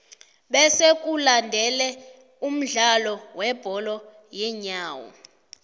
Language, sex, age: South Ndebele, female, 29